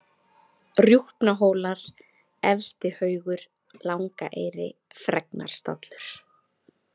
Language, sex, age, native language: Icelandic, female, 30-39, Icelandic